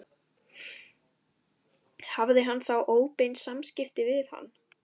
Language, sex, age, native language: Icelandic, female, 12, Icelandic